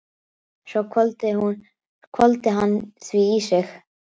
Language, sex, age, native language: Icelandic, male, 12, Icelandic